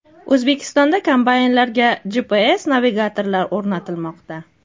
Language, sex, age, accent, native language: Uzbek, female, 25-34, Toshkent shahri, Uzbek